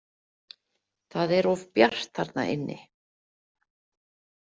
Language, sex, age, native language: Icelandic, female, 50-59, Icelandic